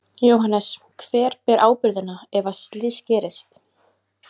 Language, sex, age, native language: Icelandic, female, 20-29, Icelandic